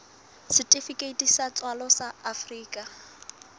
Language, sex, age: Southern Sotho, female, 19